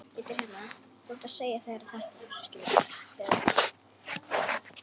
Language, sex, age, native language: Icelandic, female, 8, Icelandic